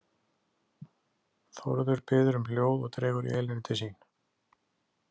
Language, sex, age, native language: Icelandic, male, 30-39, Icelandic